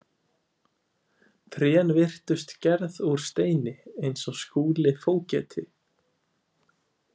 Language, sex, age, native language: Icelandic, male, 20-29, Icelandic